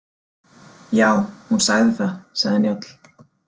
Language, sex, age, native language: Icelandic, female, 40-49, Icelandic